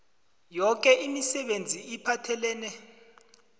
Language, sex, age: South Ndebele, male, 20